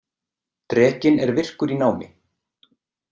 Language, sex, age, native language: Icelandic, male, 30-39, Icelandic